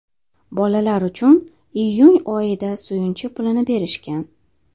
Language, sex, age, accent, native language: Uzbek, female, 25-34, Toshkent shahri, Uzbek